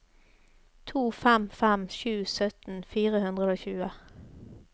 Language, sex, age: Norwegian, female, 33